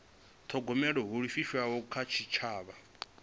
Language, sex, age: Venda, male, 25